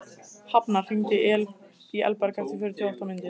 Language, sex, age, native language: Icelandic, female, 15, Icelandic